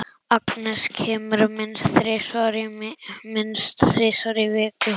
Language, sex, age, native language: Icelandic, male, 11, Icelandic